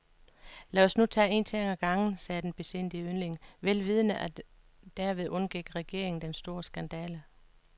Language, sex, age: Danish, female, 56